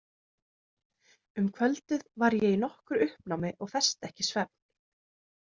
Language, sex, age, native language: Icelandic, female, 30-39, Icelandic